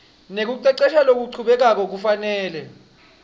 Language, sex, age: Swati, male, 26